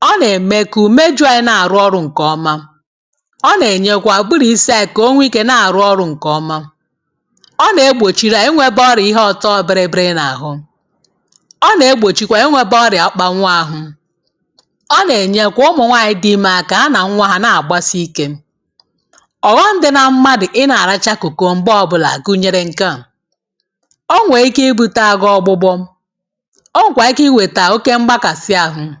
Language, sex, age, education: Igbo, female, 30-45, tertiary